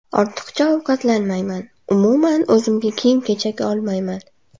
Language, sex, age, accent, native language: Uzbek, female, under 19, Andijon, Uzbek